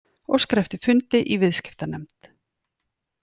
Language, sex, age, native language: Icelandic, female, 40-49, Icelandic